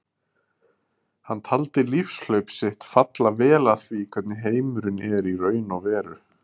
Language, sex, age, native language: Icelandic, male, 30-39, Icelandic